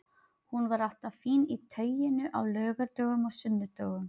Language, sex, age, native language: Icelandic, female, 30-39, Filipino